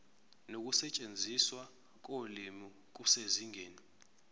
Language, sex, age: Zulu, male, 23